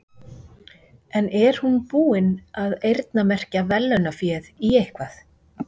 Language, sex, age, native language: Icelandic, female, 40-49, Icelandic